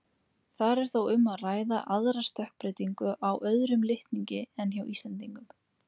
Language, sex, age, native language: Icelandic, female, 20-29, Icelandic